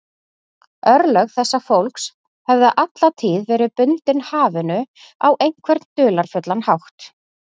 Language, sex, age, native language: Icelandic, female, 40-49, Icelandic